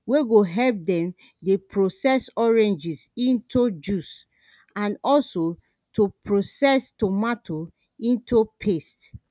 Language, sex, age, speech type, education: Nigerian Pidgin, female, 30-45, spontaneous, secondary